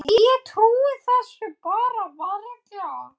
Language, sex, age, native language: Icelandic, male, 9, Icelandic